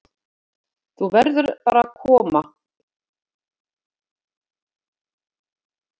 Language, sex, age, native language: Icelandic, female, 50-59, Icelandic